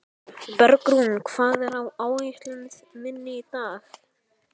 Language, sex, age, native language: Icelandic, male, 11, Icelandic